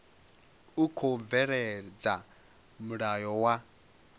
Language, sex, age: Venda, male, 22